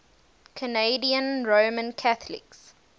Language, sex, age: English, female, 19